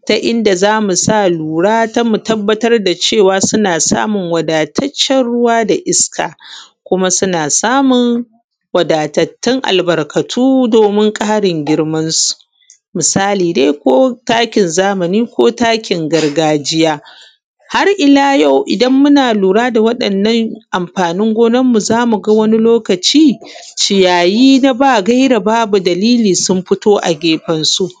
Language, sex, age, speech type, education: Hausa, female, 15-29, spontaneous, tertiary